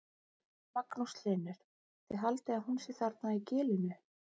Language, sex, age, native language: Icelandic, female, 30-39, Icelandic